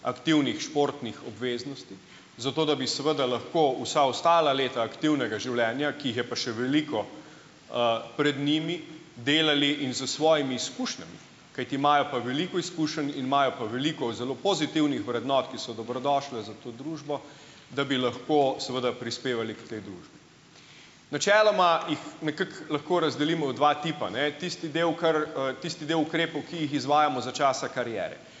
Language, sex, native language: Slovenian, male, Slovenian